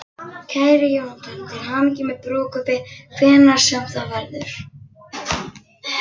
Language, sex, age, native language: Icelandic, male, 11, Icelandic